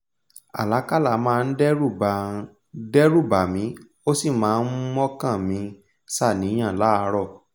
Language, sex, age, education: Yoruba, male, 15-29, tertiary